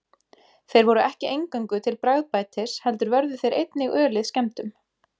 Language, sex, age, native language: Icelandic, female, 20-29, Icelandic